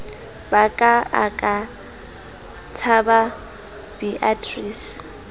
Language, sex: Southern Sotho, female